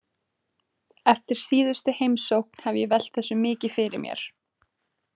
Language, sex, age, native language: Icelandic, female, 20-29, Icelandic